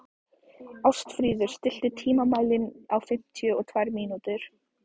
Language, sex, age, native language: Icelandic, female, 14, Icelandic